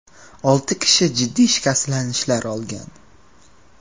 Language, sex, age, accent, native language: Uzbek, male, 18-24, Qashqadaryo, Uzbek